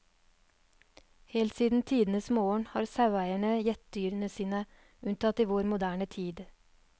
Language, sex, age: Norwegian, female, 39